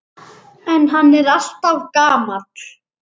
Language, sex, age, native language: Icelandic, male, 8, Icelandic